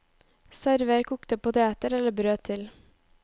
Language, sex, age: Norwegian, female, 18